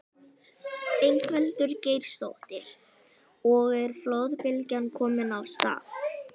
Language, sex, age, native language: Icelandic, male, 11, Icelandic